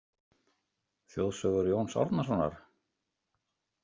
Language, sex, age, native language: Icelandic, male, 50-59, Icelandic